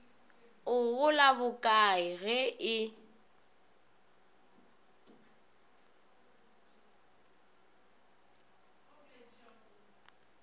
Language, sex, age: Northern Sotho, female, 24